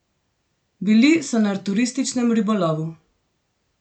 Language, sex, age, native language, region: Slovenian, female, 18-29, Slovenian, Gorenjska region